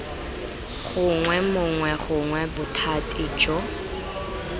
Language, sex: Tswana, female